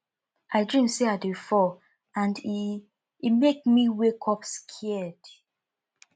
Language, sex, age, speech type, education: Nigerian Pidgin, female, 15-29, spontaneous, tertiary